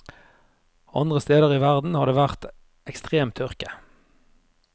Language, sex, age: Norwegian, male, 30